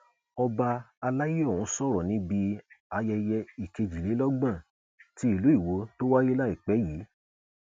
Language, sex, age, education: Yoruba, male, 30-45, tertiary